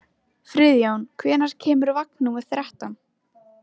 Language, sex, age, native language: Icelandic, female, 14, Icelandic